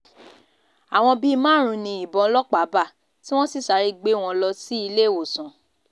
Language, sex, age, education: Yoruba, female, 15-29, tertiary